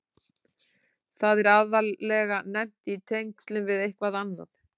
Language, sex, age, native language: Icelandic, female, 40-49, Icelandic